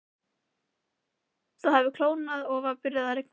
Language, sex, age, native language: Icelandic, female, 11, Icelandic